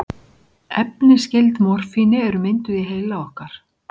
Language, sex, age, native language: Icelandic, male, 60-69, Icelandic